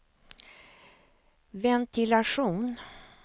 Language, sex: Swedish, female